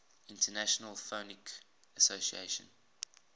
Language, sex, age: English, male, 20